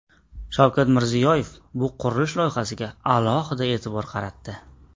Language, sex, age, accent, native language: Uzbek, male, 19-29, Surxondaryo, Uzbek